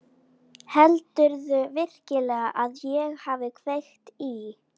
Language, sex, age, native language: Icelandic, female, 11, Icelandic